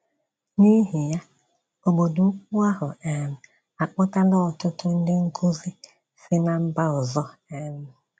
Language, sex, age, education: Igbo, female, 30-45, secondary